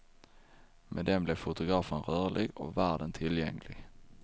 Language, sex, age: Swedish, male, 23